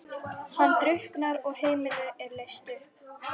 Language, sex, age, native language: Icelandic, female, 12, Icelandic